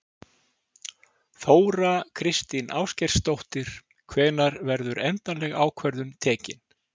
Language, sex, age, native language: Icelandic, male, 60-69, Icelandic